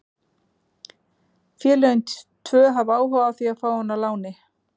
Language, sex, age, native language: Icelandic, female, 40-49, Icelandic